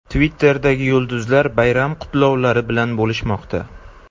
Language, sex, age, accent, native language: Uzbek, male, 18-24, Jizzax, Uzbek